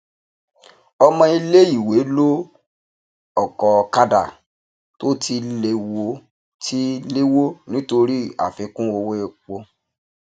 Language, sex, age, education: Yoruba, male, 30-45, tertiary